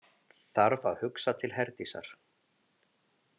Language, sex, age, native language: Icelandic, male, 40-49, Icelandic